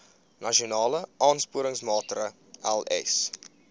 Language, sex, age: Afrikaans, male, 20